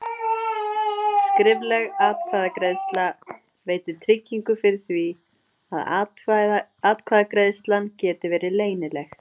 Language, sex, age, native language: Icelandic, female, 30-39, Icelandic